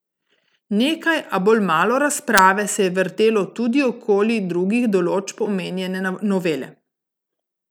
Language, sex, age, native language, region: Slovenian, female, 30-49, Slovenian, Gorica region